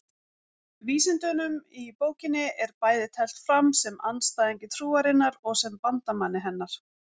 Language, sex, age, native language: Icelandic, female, 40-49, Icelandic